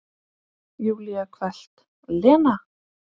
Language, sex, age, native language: Icelandic, female, 10, Icelandic